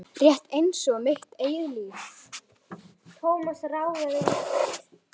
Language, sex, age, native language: Icelandic, female, 9, Icelandic